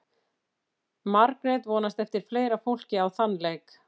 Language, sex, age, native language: Icelandic, female, 50-59, Icelandic